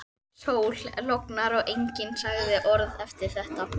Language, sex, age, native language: Icelandic, female, 11, Icelandic